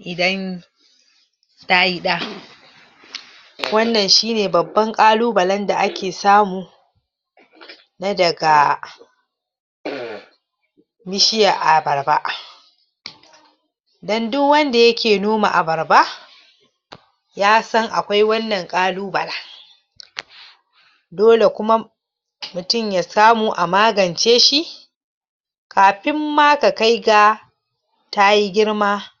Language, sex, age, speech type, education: Hausa, male, 46-60, spontaneous, tertiary